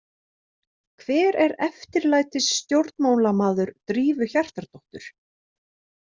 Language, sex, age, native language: Icelandic, female, 30-39, Icelandic